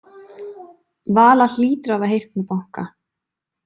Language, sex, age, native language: Icelandic, female, 20-29, Icelandic